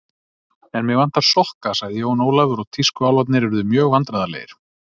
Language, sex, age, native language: Icelandic, male, 30-39, Icelandic